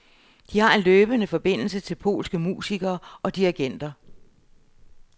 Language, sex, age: Danish, female, 60